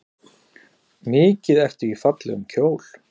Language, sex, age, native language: Icelandic, male, 40-49, Icelandic